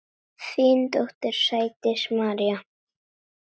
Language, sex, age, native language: Icelandic, female, 9, Latvian